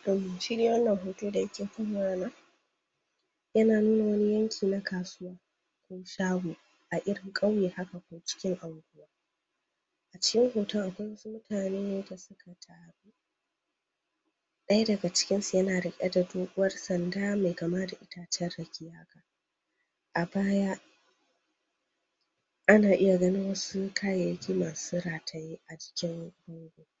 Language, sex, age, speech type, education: Hausa, female, 46-60, spontaneous, tertiary